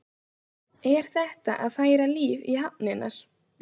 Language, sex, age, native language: Icelandic, female, 16, Icelandic